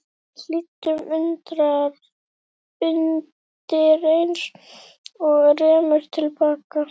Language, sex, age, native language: Icelandic, female, 11, Icelandic